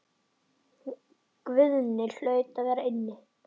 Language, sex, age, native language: Icelandic, male, 10, Icelandic